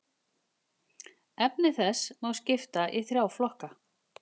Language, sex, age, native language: Icelandic, female, 50-59, Icelandic